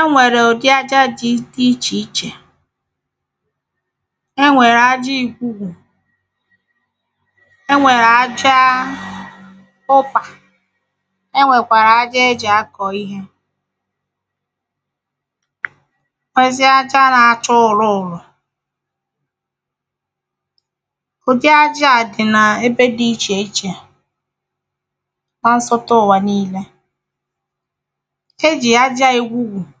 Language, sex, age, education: Igbo, female, 30-45, secondary